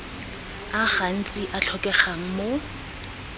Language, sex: Tswana, female